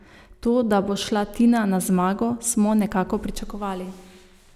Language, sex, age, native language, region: Slovenian, female, 30-49, Slovenian, Savinja region